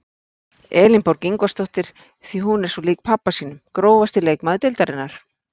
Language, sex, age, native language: Icelandic, female, 40-49, Icelandic